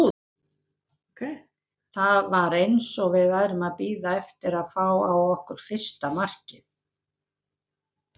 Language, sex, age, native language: Icelandic, female, 70-79, Icelandic